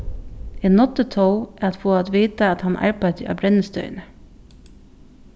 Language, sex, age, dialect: Faroese, female, 15-35, Suðurstreymoy